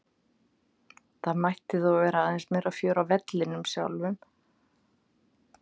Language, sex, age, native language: Icelandic, female, 50-59, Icelandic